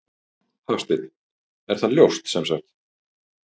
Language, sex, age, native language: Icelandic, male, 50-59, Icelandic